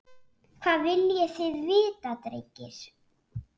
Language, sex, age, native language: Icelandic, female, 7, Icelandic